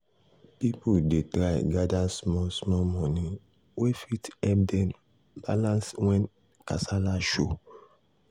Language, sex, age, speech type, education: Nigerian Pidgin, male, 30-45, spontaneous, secondary